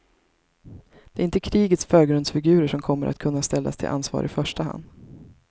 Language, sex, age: Swedish, female, 33